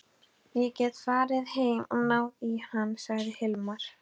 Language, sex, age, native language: Icelandic, female, 12, Icelandic